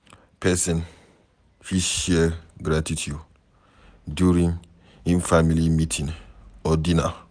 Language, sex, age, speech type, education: Nigerian Pidgin, male, 15-29, read, secondary